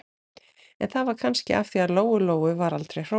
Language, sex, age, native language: Icelandic, female, 40-49, Icelandic